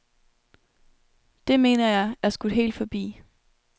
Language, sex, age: Danish, female, 21